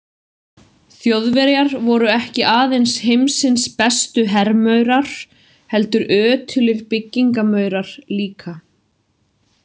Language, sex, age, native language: Icelandic, female, 30-39, Icelandic